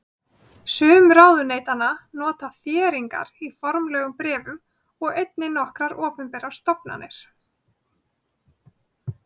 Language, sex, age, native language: Icelandic, female, 30-39, Icelandic